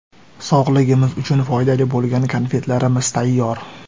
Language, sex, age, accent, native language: Uzbek, male, 18-24, Sirdaryo, Uzbek